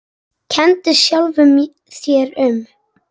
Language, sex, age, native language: Icelandic, female, 10, Icelandic